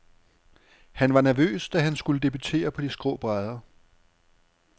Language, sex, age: Danish, male, 35